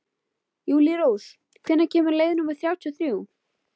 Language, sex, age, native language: Icelandic, female, 12, Icelandic